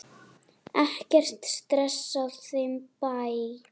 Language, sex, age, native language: Icelandic, female, 7, Icelandic